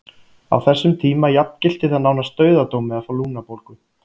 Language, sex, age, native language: Icelandic, male, 30-39, Icelandic